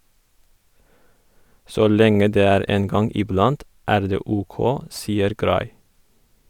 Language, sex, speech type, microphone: Norwegian, female, read, Sennheiser